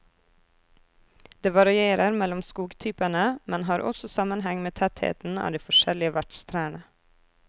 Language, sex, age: Norwegian, female, 24